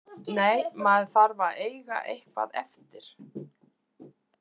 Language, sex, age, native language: Icelandic, female, 60-69, Icelandic